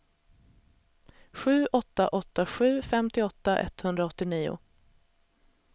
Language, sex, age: Swedish, female, 37